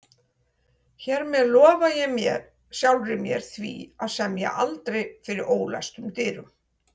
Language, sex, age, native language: Icelandic, female, 60-69, Icelandic